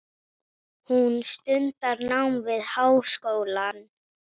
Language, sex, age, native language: Icelandic, female, 8, Icelandic